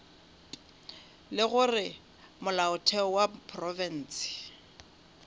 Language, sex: Northern Sotho, female